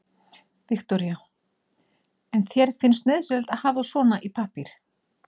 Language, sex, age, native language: Icelandic, female, 40-49, Icelandic